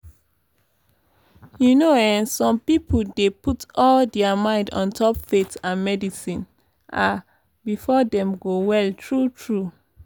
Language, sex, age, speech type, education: Nigerian Pidgin, female, 15-29, spontaneous, tertiary